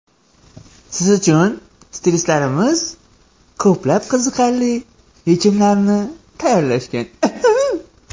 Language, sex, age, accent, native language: Uzbek, male, 18-24, Sirdaryo, Uzbek